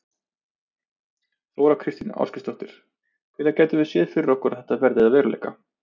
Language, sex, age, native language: Icelandic, male, 30-39, Icelandic